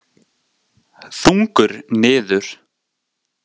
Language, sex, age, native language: Icelandic, male, 18-19, Icelandic